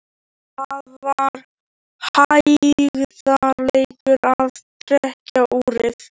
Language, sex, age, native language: Icelandic, male, 13, Icelandic